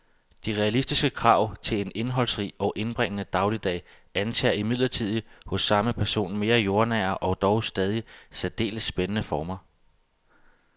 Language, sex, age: Danish, male, 32